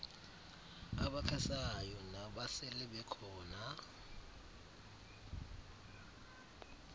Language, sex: Xhosa, male